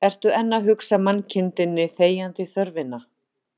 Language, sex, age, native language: Icelandic, female, 50-59, Icelandic